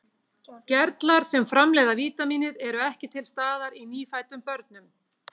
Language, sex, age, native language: Icelandic, female, 18-19, Icelandic